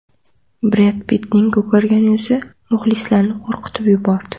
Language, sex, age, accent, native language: Uzbek, female, 18-24, Qoraqalpog'iston, Uzbek